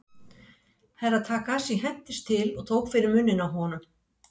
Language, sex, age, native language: Icelandic, female, 60-69, Icelandic